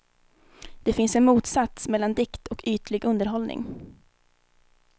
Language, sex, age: Swedish, female, 19